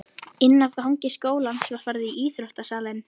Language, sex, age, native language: Icelandic, female, 11, Icelandic